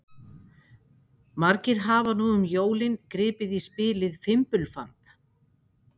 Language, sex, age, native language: Icelandic, female, 50-59, Icelandic